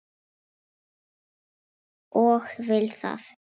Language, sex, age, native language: Icelandic, female, 6, Icelandic